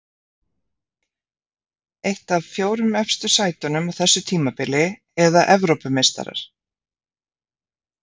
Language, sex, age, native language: Icelandic, female, 50-59, Icelandic